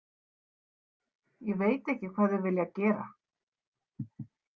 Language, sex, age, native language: Icelandic, female, 50-59, Icelandic